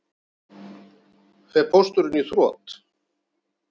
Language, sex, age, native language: Icelandic, male, 40-49, Icelandic